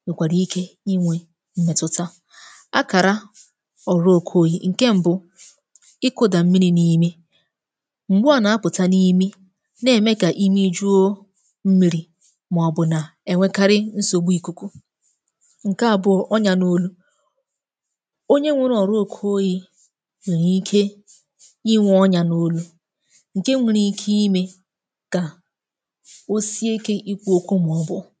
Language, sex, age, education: Igbo, female, 15-29, tertiary